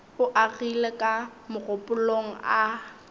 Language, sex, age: Northern Sotho, female, 19